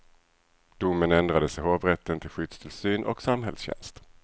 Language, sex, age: Swedish, male, 37